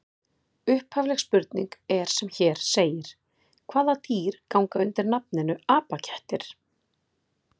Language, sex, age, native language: Icelandic, female, 30-39, Icelandic